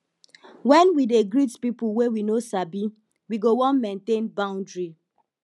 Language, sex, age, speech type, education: Nigerian Pidgin, female, 15-29, spontaneous, tertiary